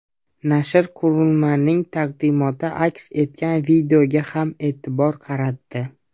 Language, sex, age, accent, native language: Uzbek, male, 19-29, Namangan, Uzbek